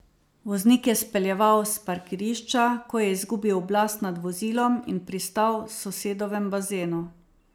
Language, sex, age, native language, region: Slovenian, female, 50-59, Slovenian, Savinja region